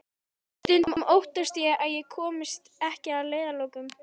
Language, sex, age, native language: Icelandic, female, 13, Icelandic